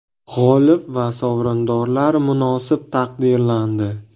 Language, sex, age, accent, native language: Uzbek, male, 18-24, Buxoro, Uzbek